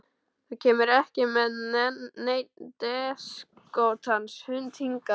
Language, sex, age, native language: Icelandic, male, 12, Icelandic